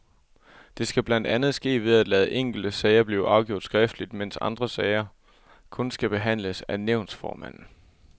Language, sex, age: Danish, male, 24